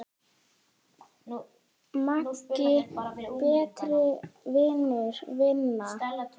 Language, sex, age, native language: Icelandic, male, 10, Icelandic